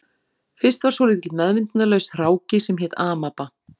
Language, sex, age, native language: Icelandic, female, 40-49, Icelandic